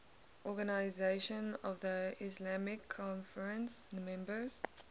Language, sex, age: English, female, 19